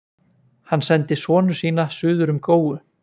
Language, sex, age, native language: Icelandic, male, 20-29, Icelandic